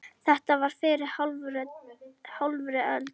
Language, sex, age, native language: Icelandic, female, 10, Icelandic